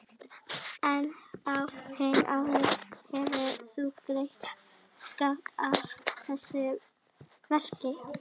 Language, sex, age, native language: Icelandic, female, 40-49, Icelandic